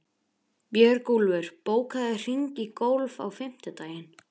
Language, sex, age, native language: Icelandic, male, 11, Icelandic